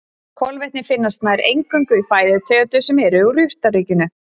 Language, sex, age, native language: Icelandic, female, 30-39, Icelandic